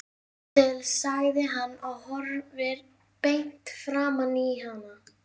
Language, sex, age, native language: Icelandic, female, 11, Icelandic